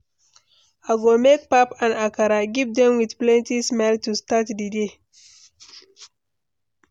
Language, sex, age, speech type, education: Nigerian Pidgin, female, 15-29, read, tertiary